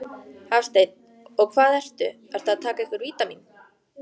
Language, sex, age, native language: Icelandic, female, 14, Icelandic